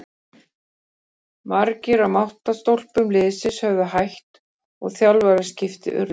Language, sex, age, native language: Icelandic, female, 50-59, Icelandic